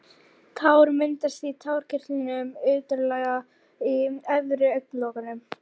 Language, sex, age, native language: Icelandic, female, 40-49, Icelandic